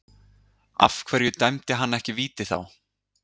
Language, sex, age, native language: Icelandic, male, 30-39, Icelandic